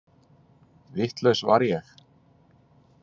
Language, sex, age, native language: Icelandic, male, 40-49, Icelandic